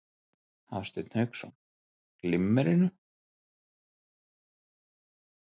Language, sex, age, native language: Icelandic, male, 30-39, Icelandic